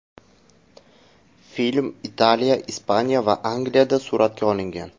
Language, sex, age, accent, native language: Uzbek, male, 18-24, Farg'ona, Uzbek